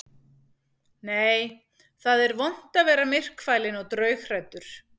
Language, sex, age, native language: Icelandic, female, 40-49, Icelandic